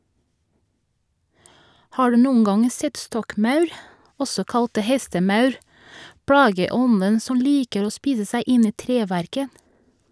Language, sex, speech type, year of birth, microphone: Norwegian, female, read, 1982, Shure